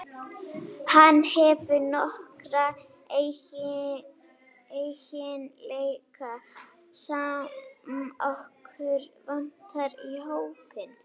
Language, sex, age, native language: Icelandic, female, 18-19, Icelandic